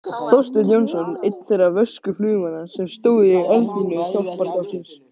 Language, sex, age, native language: Icelandic, male, 18-19, Icelandic